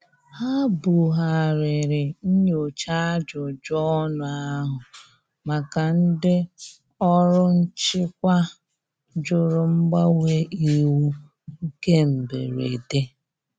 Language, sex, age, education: Igbo, female, 30-45, tertiary